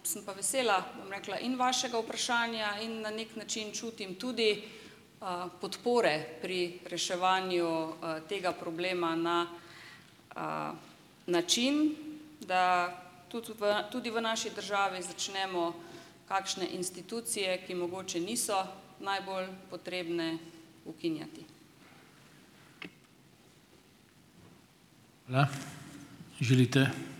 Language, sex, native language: Slovenian, female, Slovenian